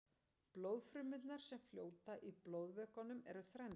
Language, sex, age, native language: Icelandic, female, 60-69, Icelandic